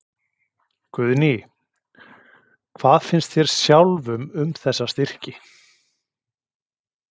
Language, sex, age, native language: Icelandic, male, 40-49, Icelandic